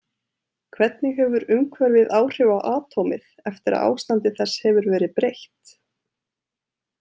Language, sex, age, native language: Icelandic, female, 30-39, Icelandic